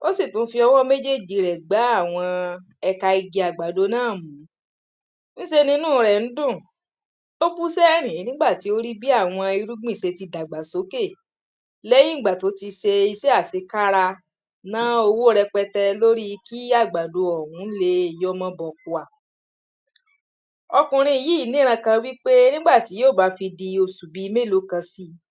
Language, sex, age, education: Yoruba, female, 30-45, primary